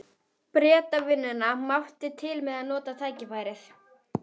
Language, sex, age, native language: Icelandic, female, 11, Icelandic